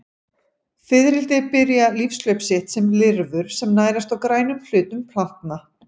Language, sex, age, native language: Icelandic, female, 40-49, Icelandic